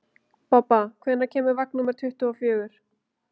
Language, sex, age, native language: Icelandic, female, 20-29, Icelandic